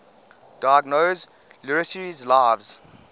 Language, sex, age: English, male, 20